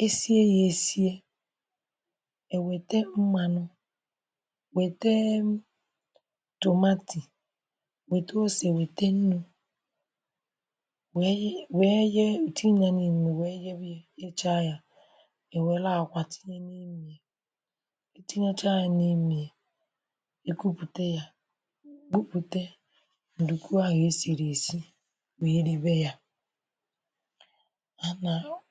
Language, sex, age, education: Igbo, female, 30-45, primary